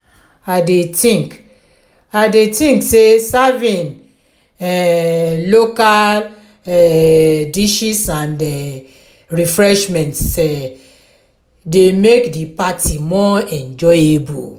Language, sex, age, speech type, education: Nigerian Pidgin, female, 46-60, spontaneous, tertiary